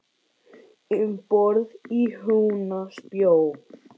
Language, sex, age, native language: Icelandic, male, 10, Icelandic